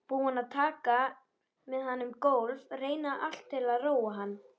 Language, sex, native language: Icelandic, female, Icelandic